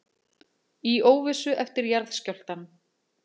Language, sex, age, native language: Icelandic, female, 40-49, Icelandic